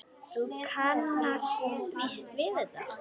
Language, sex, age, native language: Icelandic, female, 10, Icelandic